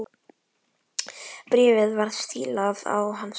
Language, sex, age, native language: Icelandic, female, 11, Icelandic